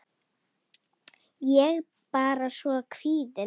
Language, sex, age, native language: Icelandic, female, 8, Icelandic